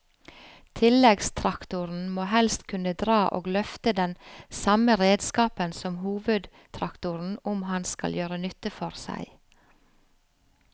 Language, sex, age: Norwegian, female, 45